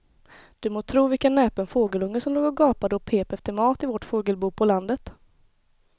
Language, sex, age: Swedish, female, 21